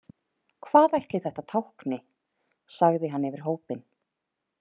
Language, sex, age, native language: Icelandic, female, 30-39, Icelandic